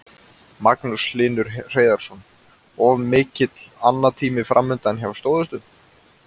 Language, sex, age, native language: Icelandic, male, 20-29, Icelandic